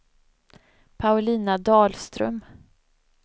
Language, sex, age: Swedish, female, 25